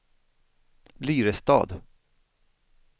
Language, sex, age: Swedish, male, 49